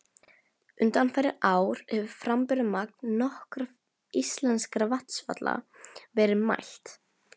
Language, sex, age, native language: Icelandic, female, 11, Norwegian